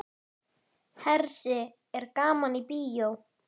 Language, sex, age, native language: Icelandic, female, 10, Icelandic